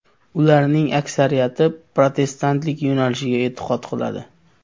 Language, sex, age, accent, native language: Uzbek, male, 18-24, Namangan, Uzbek